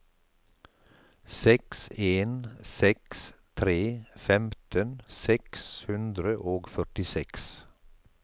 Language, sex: Norwegian, male